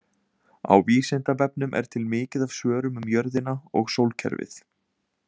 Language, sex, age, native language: Icelandic, male, 20-29, Icelandic